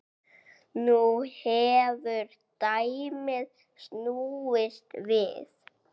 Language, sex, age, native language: Icelandic, male, 6, Icelandic